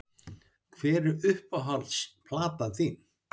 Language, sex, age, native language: Icelandic, male, 60-69, Icelandic